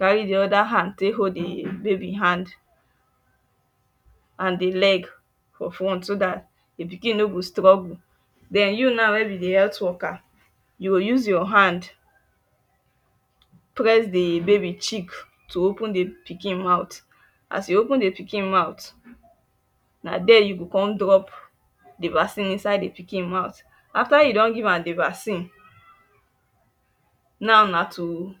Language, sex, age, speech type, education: Nigerian Pidgin, female, 15-29, spontaneous, tertiary